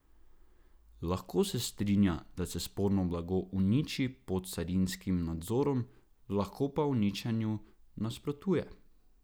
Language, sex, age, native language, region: Slovenian, male, 18-29, Slovenian, Drava region